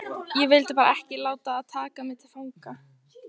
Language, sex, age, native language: Icelandic, female, 14, Icelandic